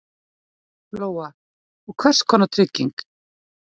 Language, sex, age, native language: Icelandic, female, 40-49, Icelandic